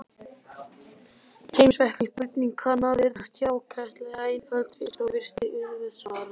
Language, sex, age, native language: Icelandic, male, 20-29, Icelandic